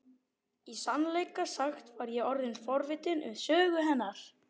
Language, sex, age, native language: Icelandic, male, 12, Icelandic